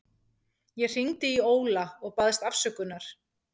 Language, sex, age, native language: Icelandic, female, 40-49, Icelandic